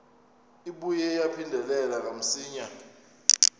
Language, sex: Xhosa, male